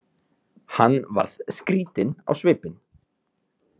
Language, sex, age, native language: Icelandic, male, 30-39, Icelandic